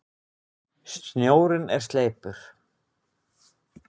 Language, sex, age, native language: Icelandic, male, 20-29, Icelandic